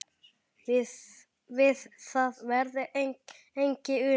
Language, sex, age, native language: Icelandic, male, 8, Icelandic